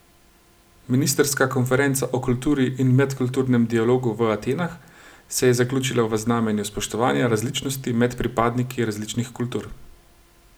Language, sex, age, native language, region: Slovenian, male, 30-49, Slovenian, Gorenjska region